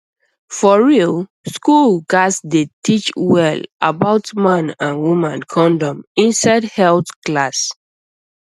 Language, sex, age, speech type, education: Nigerian Pidgin, female, 15-29, spontaneous, secondary